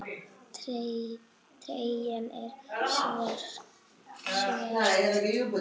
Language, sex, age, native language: Icelandic, female, 8, Icelandic